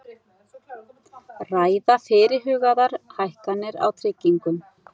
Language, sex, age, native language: Icelandic, female, 60-69, Icelandic